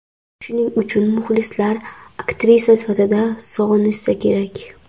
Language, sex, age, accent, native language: Uzbek, female, 12-17, Andijon, Karakalpak